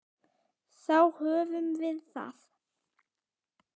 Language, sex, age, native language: Icelandic, female, 10, Icelandic